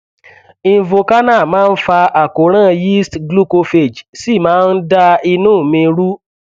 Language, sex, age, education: Yoruba, male, 15-29, tertiary